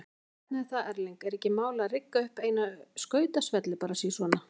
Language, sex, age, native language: Icelandic, female, 40-49, Icelandic